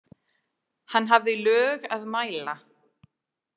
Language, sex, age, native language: Icelandic, female, 40-49, English